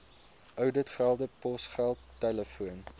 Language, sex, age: Afrikaans, male, 22